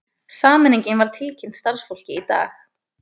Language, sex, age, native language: Icelandic, female, 20-29, Icelandic